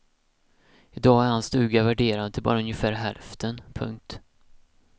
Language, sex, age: Swedish, male, 31